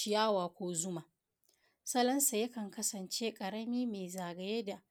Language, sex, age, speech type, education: Hausa, female, 30-45, spontaneous, primary